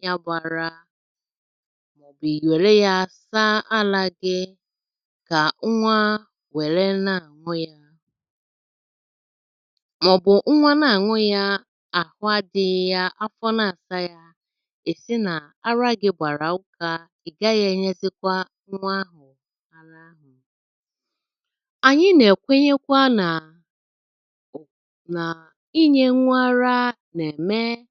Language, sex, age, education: Igbo, female, 30-45, secondary